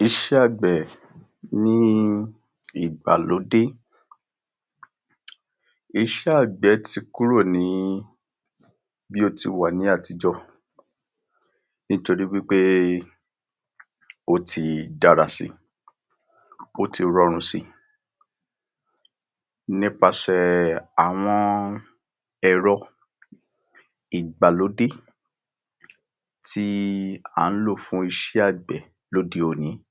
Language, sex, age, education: Yoruba, male, 60+, tertiary